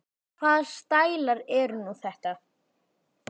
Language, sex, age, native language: Icelandic, male, 10, Icelandic